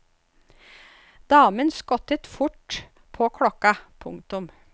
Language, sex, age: Norwegian, female, 54